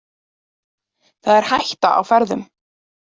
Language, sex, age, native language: Icelandic, female, 30-39, Icelandic